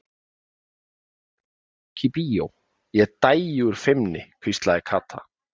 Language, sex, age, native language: Icelandic, male, 30-39, Icelandic